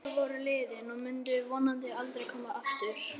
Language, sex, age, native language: Icelandic, male, 12, Icelandic